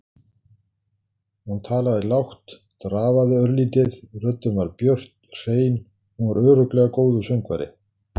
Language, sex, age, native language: Icelandic, male, 60-69, Icelandic